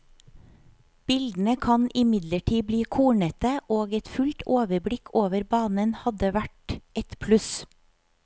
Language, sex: Norwegian, female